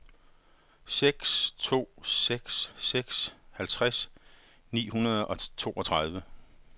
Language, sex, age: Danish, male, 51